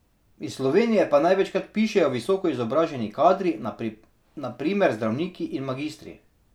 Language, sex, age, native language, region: Slovenian, male, 30-49, Slovenian, Drava region